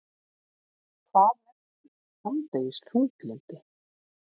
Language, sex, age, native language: Icelandic, female, 40-49, Icelandic